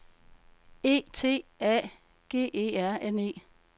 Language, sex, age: Danish, female, 52